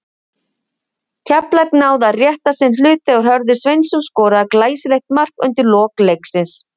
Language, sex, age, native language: Icelandic, female, 50-59, Icelandic